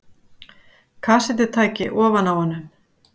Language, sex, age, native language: Icelandic, female, 50-59, Icelandic